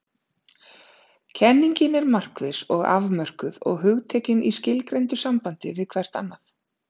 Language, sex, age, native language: Icelandic, female, 30-39, Icelandic